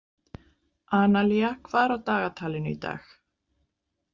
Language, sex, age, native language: Icelandic, female, 30-39, Icelandic